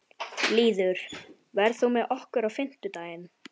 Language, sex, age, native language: Icelandic, male, 11, Icelandic